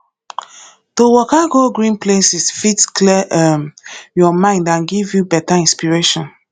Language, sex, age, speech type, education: Nigerian Pidgin, female, 30-45, spontaneous, tertiary